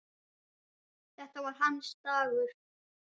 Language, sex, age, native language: Icelandic, male, 9, Icelandic